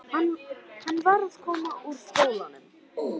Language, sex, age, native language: Icelandic, male, 11, Icelandic